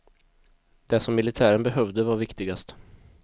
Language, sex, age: Swedish, male, 22